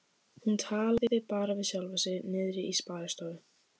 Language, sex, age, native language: Icelandic, female, 15, Icelandic